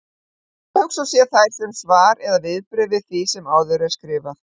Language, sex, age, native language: Icelandic, female, 50-59, Icelandic